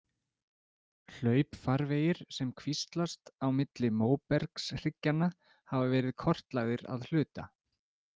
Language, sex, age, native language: Icelandic, male, 30-39, Icelandic